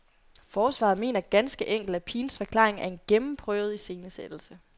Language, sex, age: Danish, female, 22